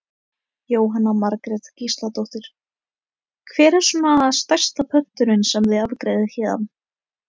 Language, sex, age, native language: Icelandic, female, 18-19, Icelandic